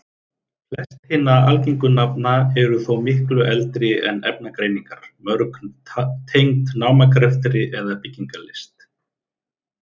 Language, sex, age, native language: Icelandic, male, 30-39, Icelandic